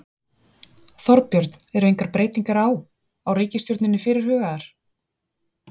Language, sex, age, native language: Icelandic, female, 40-49, Icelandic